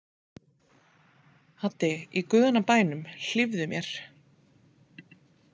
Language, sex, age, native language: Icelandic, female, 30-39, Icelandic